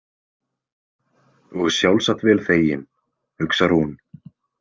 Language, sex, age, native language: Icelandic, male, 20-29, Icelandic